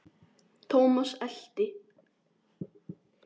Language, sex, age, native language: Icelandic, male, 10, Icelandic